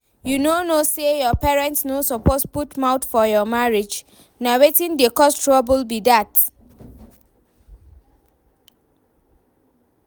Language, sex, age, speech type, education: Nigerian Pidgin, female, 15-29, read, tertiary